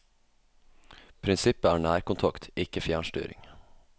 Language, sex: Norwegian, male